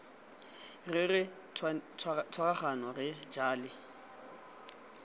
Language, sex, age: Tswana, male, 20